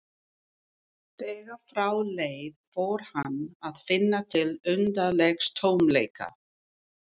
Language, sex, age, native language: Icelandic, female, 50-59, English